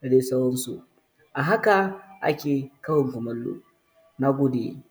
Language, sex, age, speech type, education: Hausa, male, 15-29, spontaneous, primary